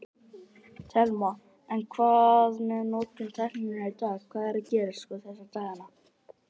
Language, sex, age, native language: Icelandic, male, 18-19, Icelandic